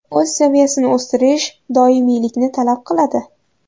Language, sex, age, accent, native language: Uzbek, female, 18-24, Andijon, Uzbek